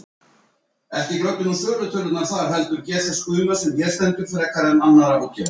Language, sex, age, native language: Icelandic, male, 70-79, Icelandic